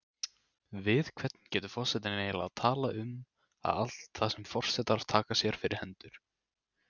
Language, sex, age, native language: Icelandic, male, 18-19, Icelandic